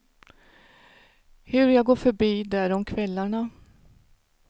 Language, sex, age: Swedish, female, 49